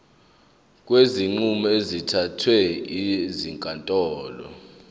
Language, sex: Zulu, male